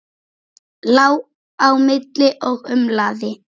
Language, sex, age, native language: Icelandic, male, 9, Icelandic